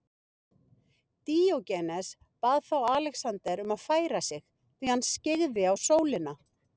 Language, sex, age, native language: Icelandic, female, 50-59, Icelandic